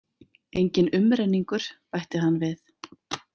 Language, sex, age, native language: Icelandic, female, 30-39, Icelandic